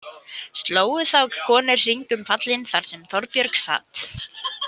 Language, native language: Icelandic, Icelandic